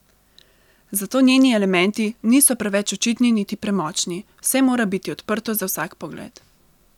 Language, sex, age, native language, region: Slovenian, female, 18-29, Slovenian, Central Slovenia